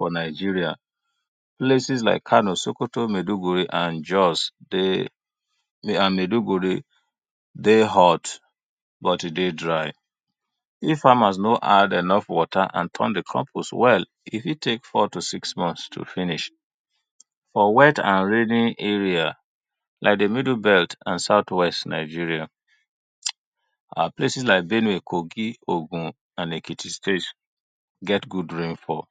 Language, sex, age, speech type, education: Nigerian Pidgin, male, 30-45, spontaneous, tertiary